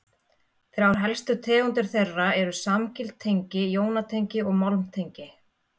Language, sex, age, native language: Icelandic, female, 30-39, Icelandic